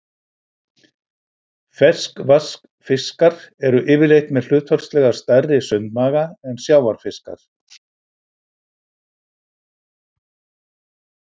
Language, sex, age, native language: Icelandic, male, 60-69, Icelandic